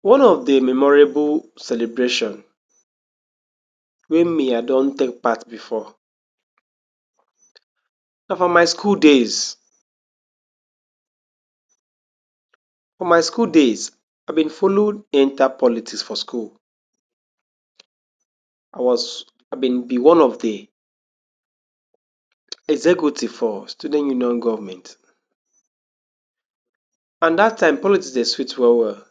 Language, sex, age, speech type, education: Nigerian Pidgin, male, 15-29, spontaneous, tertiary